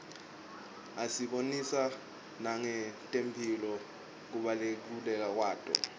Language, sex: Swati, male